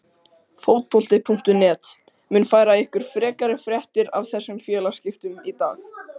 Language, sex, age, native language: Icelandic, male, 18-19, Icelandic